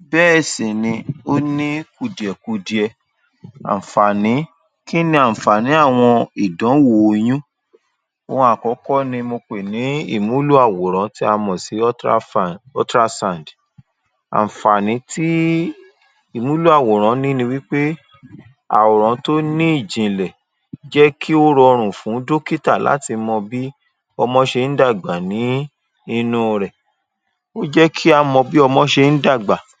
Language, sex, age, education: Yoruba, male, 30-45, tertiary